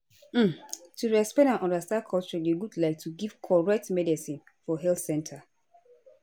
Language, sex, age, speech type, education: Nigerian Pidgin, female, 30-45, spontaneous, tertiary